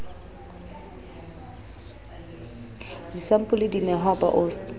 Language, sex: Southern Sotho, female